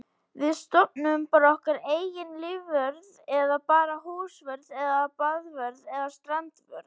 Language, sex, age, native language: Icelandic, female, 18-19, Icelandic